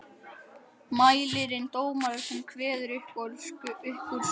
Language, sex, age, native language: Icelandic, male, 11, Icelandic